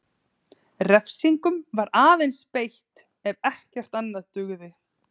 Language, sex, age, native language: Icelandic, female, 30-39, Icelandic